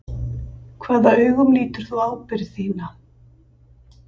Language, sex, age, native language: Icelandic, female, 50-59, Icelandic